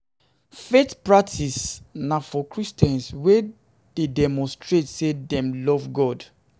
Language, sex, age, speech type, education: Nigerian Pidgin, male, 30-45, spontaneous, secondary